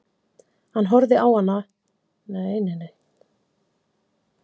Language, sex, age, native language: Icelandic, female, 50-59, Icelandic